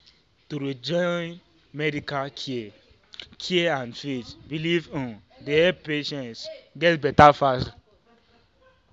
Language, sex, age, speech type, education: Nigerian Pidgin, male, 15-29, spontaneous, tertiary